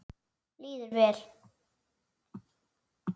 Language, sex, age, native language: Icelandic, male, 9, Icelandic